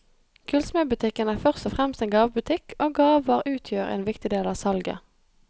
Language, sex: Norwegian, female